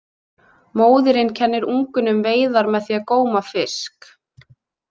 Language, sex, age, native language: Icelandic, female, 20-29, Icelandic